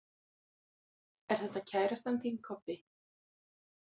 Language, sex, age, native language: Icelandic, female, 40-49, Icelandic